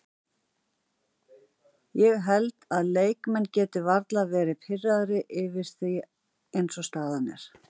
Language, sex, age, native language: Icelandic, female, 40-49, Icelandic